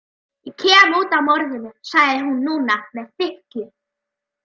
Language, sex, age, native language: Icelandic, male, 40-49, Icelandic